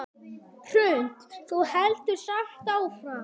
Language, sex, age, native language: Icelandic, male, 9, Icelandic